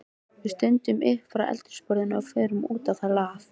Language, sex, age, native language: Icelandic, female, 13, Icelandic